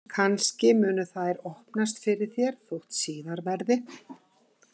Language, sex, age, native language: Icelandic, female, 50-59, Icelandic